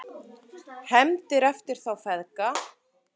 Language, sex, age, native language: Icelandic, male, 9, Icelandic